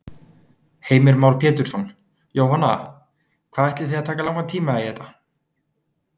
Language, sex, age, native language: Icelandic, male, 20-29, Icelandic